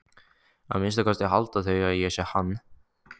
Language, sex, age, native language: Icelandic, male, 15, Icelandic